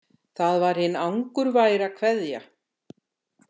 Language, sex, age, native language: Icelandic, female, 60-69, Icelandic